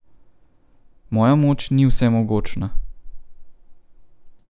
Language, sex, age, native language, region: Slovenian, male, 30-49, Slovenian, Central Slovenia